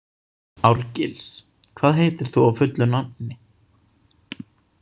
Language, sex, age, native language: Icelandic, male, 18-19, Icelandic